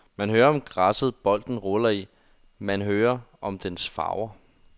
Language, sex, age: Danish, male, 21